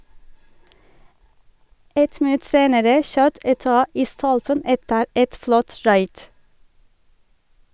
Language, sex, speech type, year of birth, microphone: Norwegian, female, read, 1983, Sennheiser